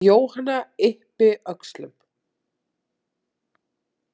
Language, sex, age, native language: Icelandic, female, 30-39, Icelandic